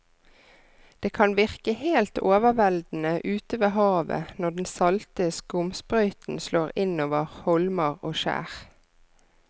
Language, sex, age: Norwegian, female, 33